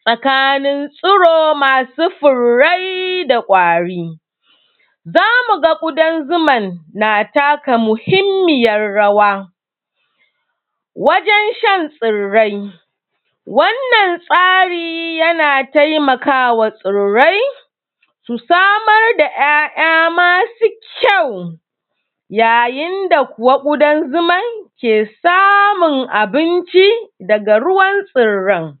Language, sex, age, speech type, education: Hausa, female, 30-45, spontaneous, secondary